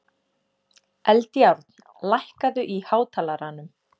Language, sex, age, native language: Icelandic, female, 30-39, Icelandic